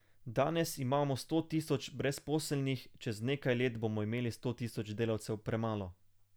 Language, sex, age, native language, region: Slovenian, male, 18-29, Slovenian, Carinthia region